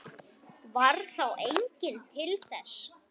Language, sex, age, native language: Icelandic, male, 9, Icelandic